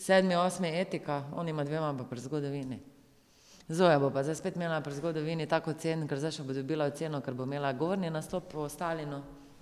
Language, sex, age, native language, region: Slovenian, female, 30-49, Slovenian, Drava region